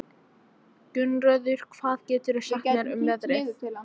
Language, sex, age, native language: Icelandic, female, 14, English